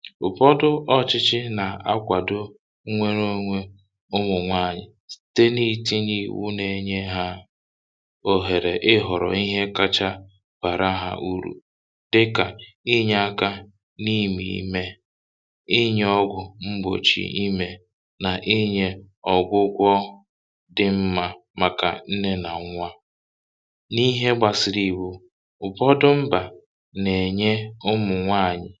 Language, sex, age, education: Igbo, male, 30-45, tertiary